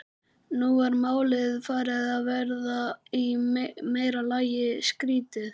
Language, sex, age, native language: Icelandic, male, 11, Icelandic